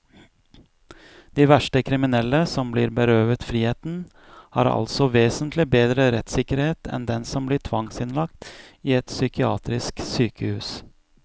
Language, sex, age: Norwegian, male, 41